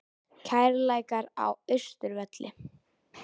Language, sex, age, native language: Icelandic, male, 18-19, Icelandic